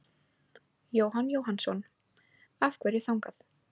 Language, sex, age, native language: Icelandic, female, 18-19, Icelandic